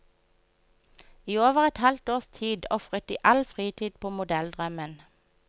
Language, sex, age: Norwegian, female, 24